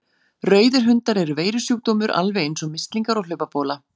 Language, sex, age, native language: Icelandic, female, 40-49, Icelandic